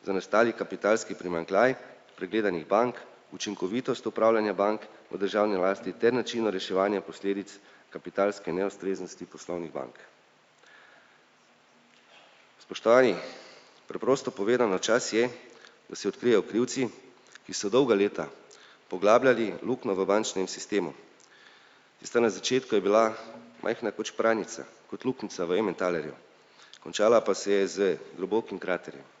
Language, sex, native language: Slovenian, male, Slovenian